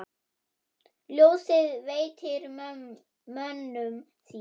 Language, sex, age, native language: Icelandic, female, 9, German